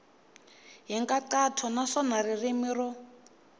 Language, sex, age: Tsonga, female, 19